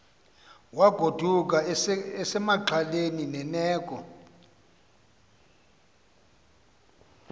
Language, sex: Xhosa, male